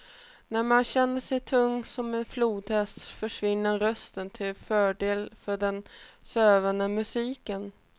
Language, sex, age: Swedish, female, 28